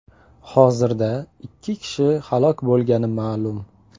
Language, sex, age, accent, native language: Uzbek, male, 18-24, Namangan, Uzbek